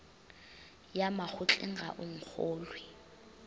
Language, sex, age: Northern Sotho, female, 22